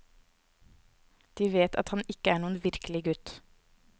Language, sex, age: Norwegian, female, 24